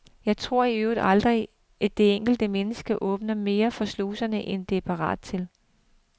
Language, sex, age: Danish, female, 42